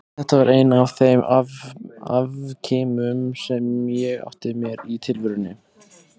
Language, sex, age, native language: Icelandic, male, 20-29, Icelandic